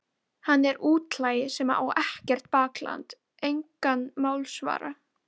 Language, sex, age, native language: Icelandic, female, 12, Icelandic